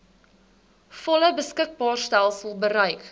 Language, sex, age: Afrikaans, female, 19